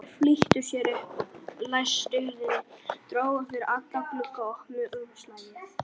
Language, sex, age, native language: Icelandic, male, 18-19, Icelandic